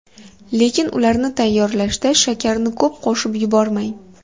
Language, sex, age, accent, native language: Uzbek, female, 18-24, Farg'ona, Uzbek